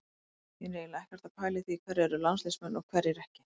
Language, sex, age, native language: Icelandic, female, 20-29, Icelandic